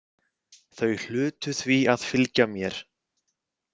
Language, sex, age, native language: Icelandic, male, 20-29, Icelandic